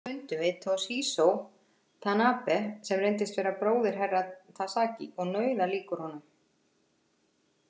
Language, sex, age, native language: Icelandic, female, 50-59, Icelandic